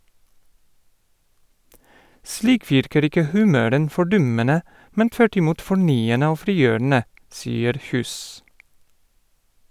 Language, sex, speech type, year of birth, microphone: Norwegian, male, read, 1973, Sennheiser